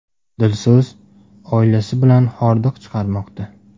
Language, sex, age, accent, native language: Uzbek, male, 19-29, Namangan, Uzbek